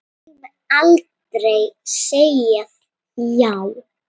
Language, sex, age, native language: Icelandic, female, 8, Icelandic